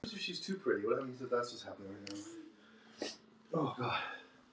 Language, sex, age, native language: Icelandic, female, 30-39, Icelandic